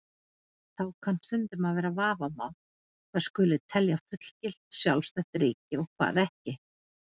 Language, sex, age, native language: Icelandic, female, 40-49, Icelandic